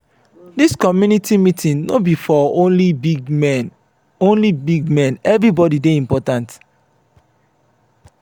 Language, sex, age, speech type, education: Nigerian Pidgin, male, 30-45, spontaneous, tertiary